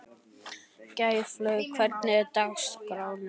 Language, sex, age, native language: Icelandic, male, 13, Icelandic